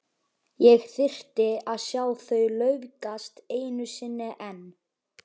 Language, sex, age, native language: Icelandic, male, 11, Icelandic